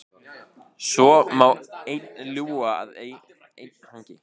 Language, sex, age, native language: Icelandic, male, 16, Icelandic